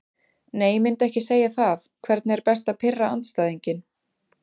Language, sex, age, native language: Icelandic, female, 20-29, Icelandic